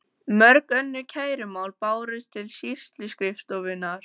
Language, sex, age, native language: Icelandic, female, 14, Icelandic